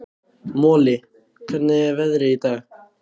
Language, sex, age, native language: Icelandic, other, 15, Icelandic